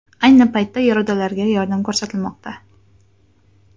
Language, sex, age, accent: Uzbek, female, 18-24, Qoraqalpog'iston